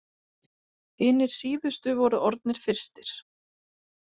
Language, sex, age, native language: Icelandic, female, 40-49, Icelandic